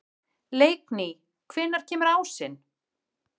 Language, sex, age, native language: Icelandic, female, 40-49, Icelandic